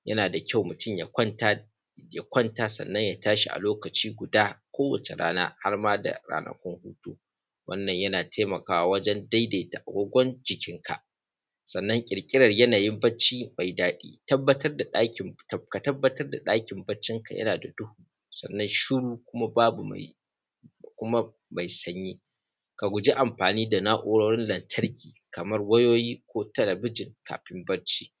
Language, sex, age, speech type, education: Hausa, male, 15-29, spontaneous, primary